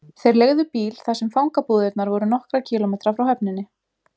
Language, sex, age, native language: Icelandic, female, 20-29, Icelandic